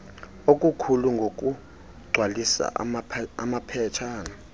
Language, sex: Xhosa, male